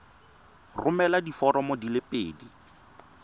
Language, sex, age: Tswana, male, 23